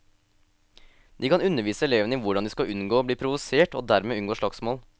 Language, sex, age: Norwegian, male, 18